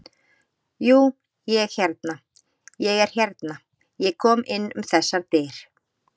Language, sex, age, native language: Icelandic, female, 30-39, Icelandic